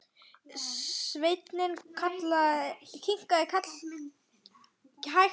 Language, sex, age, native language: Icelandic, male, 10, Icelandic